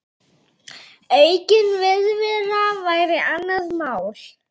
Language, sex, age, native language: Icelandic, female, 9, Icelandic